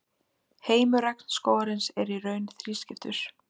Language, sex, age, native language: Icelandic, female, 20-29, Icelandic